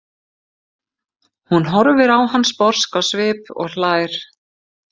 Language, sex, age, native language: Icelandic, female, 50-59, Icelandic